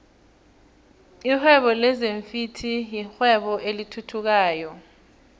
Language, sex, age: South Ndebele, female, 23